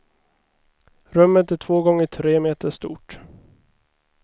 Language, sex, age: Swedish, male, 29